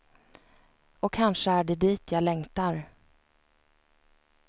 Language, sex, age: Swedish, female, 29